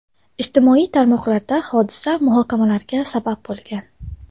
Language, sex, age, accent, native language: Uzbek, female, under 19, Samarqand, Tajik